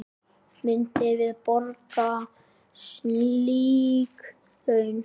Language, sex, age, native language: Icelandic, male, 10, Icelandic